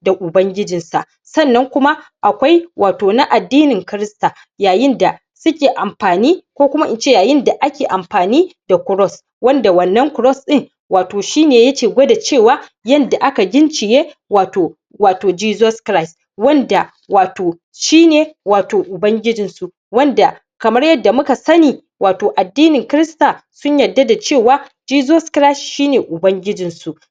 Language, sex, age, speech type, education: Hausa, female, 46-60, spontaneous, tertiary